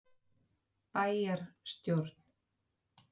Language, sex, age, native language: Icelandic, female, 40-49, Icelandic